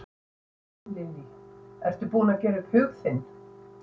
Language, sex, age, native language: Icelandic, female, 60-69, Icelandic